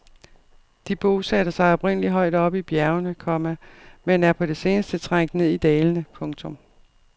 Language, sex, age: Danish, female, 52